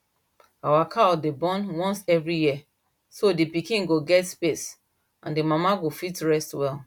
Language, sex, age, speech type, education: Nigerian Pidgin, female, 30-45, spontaneous, tertiary